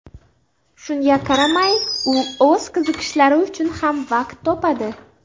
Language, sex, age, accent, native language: Uzbek, female, under 19, Xorazm, Uzbek